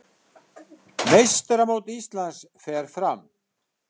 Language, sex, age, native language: Icelandic, male, 60-69, Icelandic